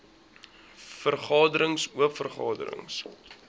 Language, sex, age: Afrikaans, male, 20